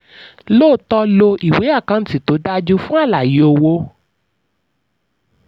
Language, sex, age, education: Yoruba, female, 30-45, tertiary